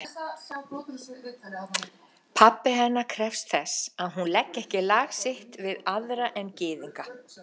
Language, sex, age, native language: Icelandic, female, 60-69, Icelandic